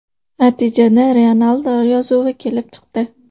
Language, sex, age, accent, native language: Uzbek, female, 18-24, Farg'ona, Uzbek